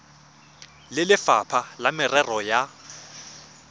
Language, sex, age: Tswana, male, 24